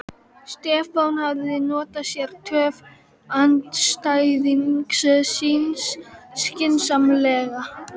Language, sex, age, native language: Icelandic, female, 12, Icelandic